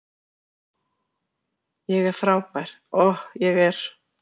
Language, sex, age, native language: Icelandic, female, 40-49, Icelandic